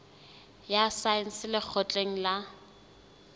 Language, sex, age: Southern Sotho, female, 20